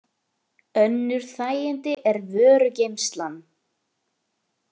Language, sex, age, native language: Icelandic, female, 18-19, Icelandic